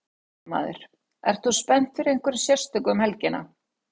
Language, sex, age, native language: Icelandic, female, 60-69, Icelandic